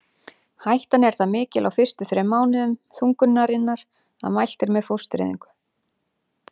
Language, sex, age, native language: Icelandic, female, 40-49, Icelandic